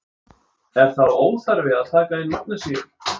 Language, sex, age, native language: Icelandic, male, 20-29, Icelandic